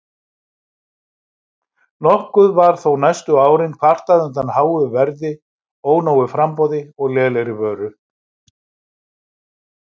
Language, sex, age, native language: Icelandic, male, 60-69, Icelandic